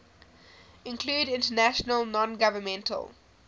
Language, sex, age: English, female, 20